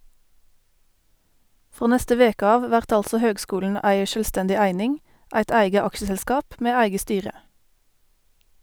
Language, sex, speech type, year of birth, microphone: Norwegian, female, read, 1988, Sennheiser